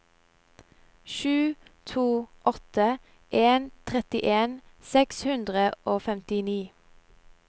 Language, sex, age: Norwegian, female, 17